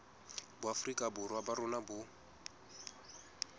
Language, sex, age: Southern Sotho, male, 20